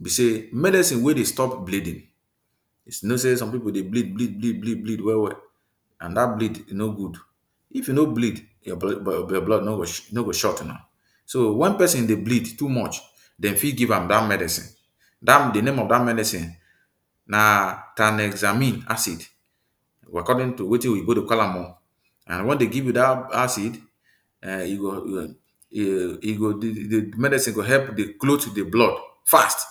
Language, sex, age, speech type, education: Nigerian Pidgin, male, 30-45, spontaneous, tertiary